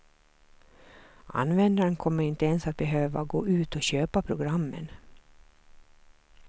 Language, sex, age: Swedish, female, 47